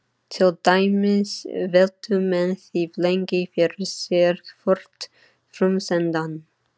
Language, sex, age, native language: Icelandic, female, 30-39, Icelandic